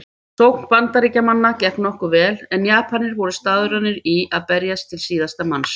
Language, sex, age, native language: Icelandic, female, 50-59, Icelandic